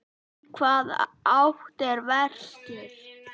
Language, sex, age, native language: Icelandic, female, 9, Icelandic